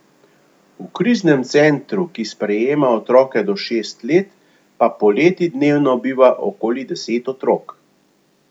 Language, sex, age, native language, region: Slovenian, male, 50-59, Slovenian, Gorenjska region